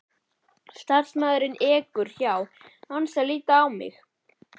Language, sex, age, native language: Icelandic, male, 11, Icelandic